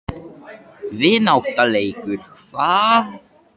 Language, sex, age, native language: Icelandic, male, 13, Icelandic